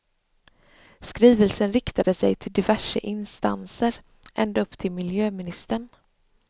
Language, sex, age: Swedish, female, 26